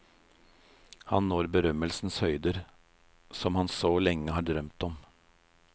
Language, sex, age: Norwegian, male, 56